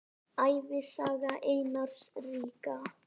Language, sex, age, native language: Icelandic, male, 10, Icelandic